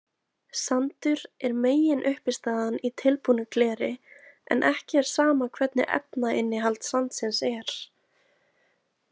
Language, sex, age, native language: Icelandic, female, 20-29, Icelandic